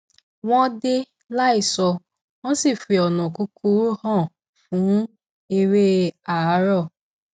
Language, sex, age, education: Yoruba, female, 15-29, tertiary